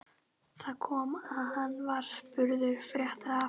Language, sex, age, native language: Icelandic, female, 12, Icelandic